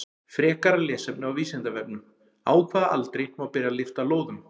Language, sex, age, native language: Icelandic, male, 40-49, Icelandic